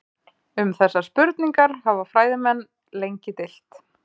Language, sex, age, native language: Icelandic, female, 30-39, Icelandic